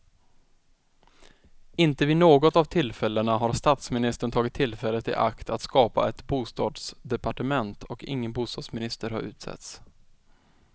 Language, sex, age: Swedish, male, 20